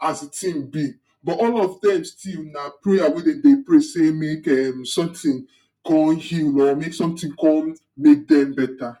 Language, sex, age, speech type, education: Nigerian Pidgin, male, 46-60, spontaneous, tertiary